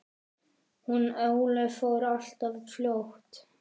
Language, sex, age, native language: Icelandic, male, 10, Icelandic